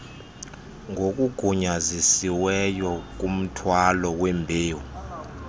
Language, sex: Xhosa, male